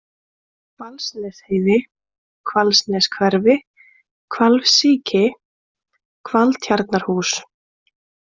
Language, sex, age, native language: Icelandic, female, 20-29, Icelandic